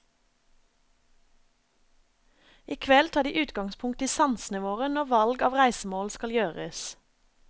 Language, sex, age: Norwegian, female, 27